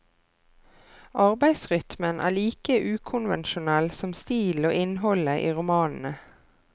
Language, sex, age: Norwegian, female, 33